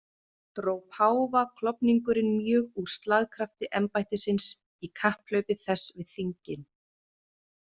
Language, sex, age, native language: Icelandic, female, 30-39, Icelandic